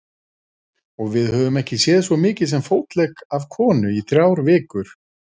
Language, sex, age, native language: Icelandic, male, 40-49, Icelandic